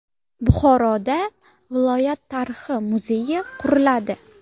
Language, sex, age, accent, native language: Uzbek, female, 19-29, Sirdaryo, Uzbek